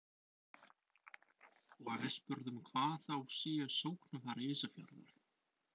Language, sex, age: Icelandic, male, 20-29